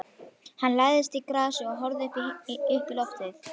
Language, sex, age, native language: Icelandic, female, 11, Icelandic